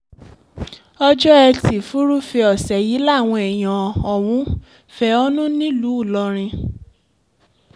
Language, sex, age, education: Yoruba, female, 15-29, tertiary